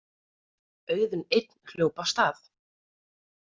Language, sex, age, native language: Icelandic, female, 30-39, Icelandic